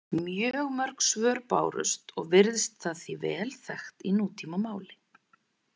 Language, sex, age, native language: Icelandic, female, 30-39, Icelandic